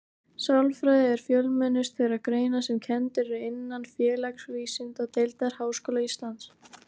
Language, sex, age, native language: Icelandic, female, 18-19, Icelandic